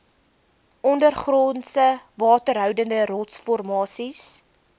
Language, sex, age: Afrikaans, female, 22